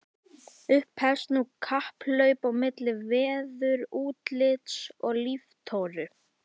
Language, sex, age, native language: Icelandic, male, 11, Icelandic